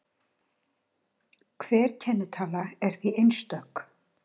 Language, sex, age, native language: Icelandic, female, 60-69, Icelandic